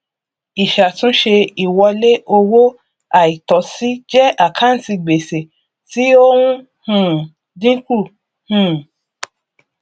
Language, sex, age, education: Yoruba, female, 30-45, tertiary